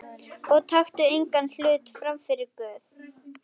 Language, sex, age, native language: Icelandic, female, 11, Icelandic